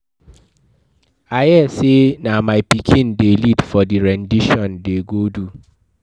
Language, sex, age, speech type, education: Nigerian Pidgin, male, 15-29, read, tertiary